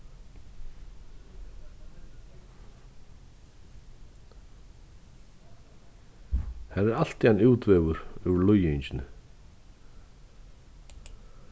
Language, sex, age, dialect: Faroese, male, 36-60, Vágar